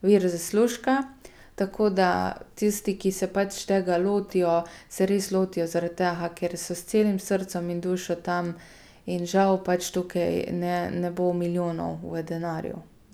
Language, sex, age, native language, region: Slovenian, female, 30-49, Slovenian, Gorica region